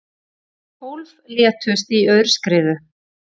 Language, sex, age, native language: Icelandic, female, 40-49, Icelandic